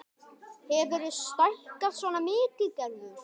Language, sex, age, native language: Icelandic, male, 10, Icelandic